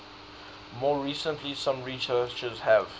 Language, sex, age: English, male, 19